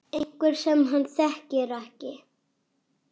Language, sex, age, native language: Icelandic, male, 6, Icelandic